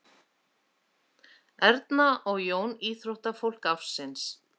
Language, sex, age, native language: Icelandic, female, 30-39, Icelandic